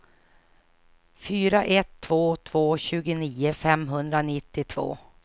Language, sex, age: Swedish, female, 49